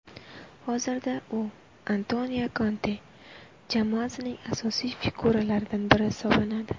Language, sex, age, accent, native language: Uzbek, female, 19-29, Buxoro, Uzbek